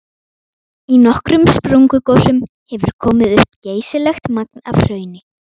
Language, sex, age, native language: Icelandic, female, 12, Icelandic